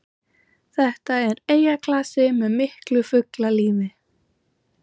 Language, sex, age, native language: Icelandic, female, 20-29, Icelandic